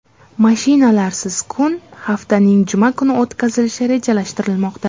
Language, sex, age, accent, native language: Uzbek, female, 18-24, Jizzax, Uzbek